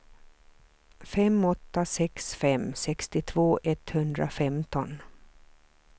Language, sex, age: Swedish, female, 47